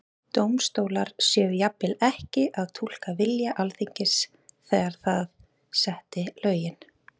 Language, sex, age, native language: Icelandic, female, 30-39, Icelandic